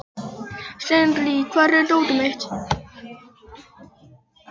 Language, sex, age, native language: Icelandic, male, 18-19, Icelandic